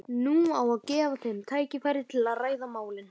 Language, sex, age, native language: Icelandic, male, 12, Icelandic